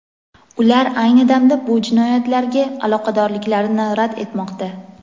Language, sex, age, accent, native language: Uzbek, female, 18-24, Toshkent shahri, Uzbek